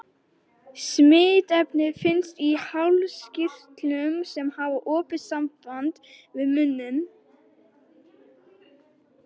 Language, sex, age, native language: Icelandic, female, 18-19, Icelandic